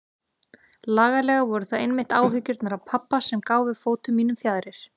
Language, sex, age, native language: Icelandic, female, 30-39, Icelandic